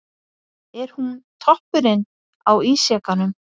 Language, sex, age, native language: Icelandic, female, 50-59, Icelandic